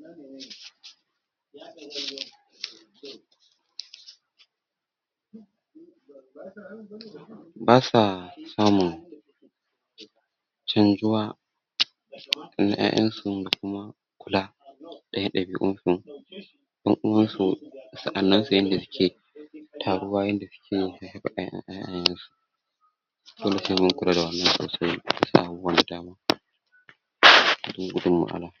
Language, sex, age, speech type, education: Hausa, male, 46-60, spontaneous, tertiary